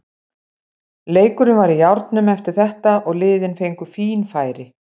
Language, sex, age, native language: Icelandic, female, 60-69, Icelandic